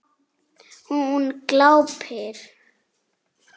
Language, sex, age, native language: Icelandic, female, 7, Icelandic